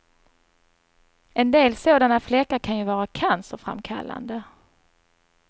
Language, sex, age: Swedish, female, 39